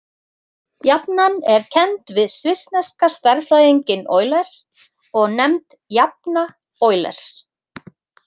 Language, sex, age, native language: Icelandic, female, 30-39, Icelandic